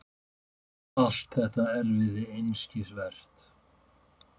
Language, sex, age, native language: Icelandic, male, 50-59, Icelandic